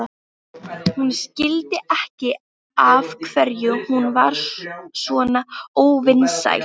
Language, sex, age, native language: Icelandic, female, 13, Icelandic